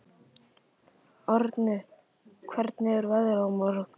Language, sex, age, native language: Icelandic, male, 11, Icelandic